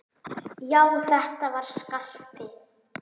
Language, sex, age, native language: Icelandic, female, 9, Icelandic